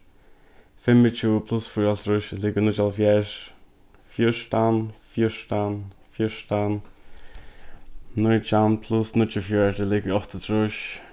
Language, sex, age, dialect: Faroese, male, 15-35, Norðurstreymoy/Eysturoy